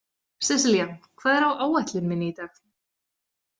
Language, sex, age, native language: Icelandic, female, 30-39, Icelandic